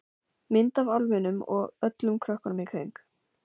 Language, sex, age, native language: Icelandic, female, 15, Icelandic